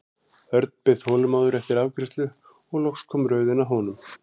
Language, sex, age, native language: Icelandic, male, 40-49, Icelandic